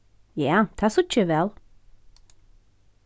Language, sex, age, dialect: Faroese, female, 36-60, Norðurstreymoy/Eysturoy